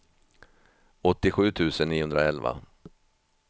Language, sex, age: Swedish, male, 50